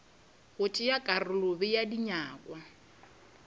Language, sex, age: Northern Sotho, female, 26